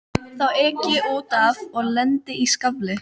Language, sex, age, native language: Icelandic, female, 12, Icelandic